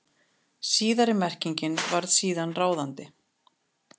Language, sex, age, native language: Icelandic, female, 30-39, Icelandic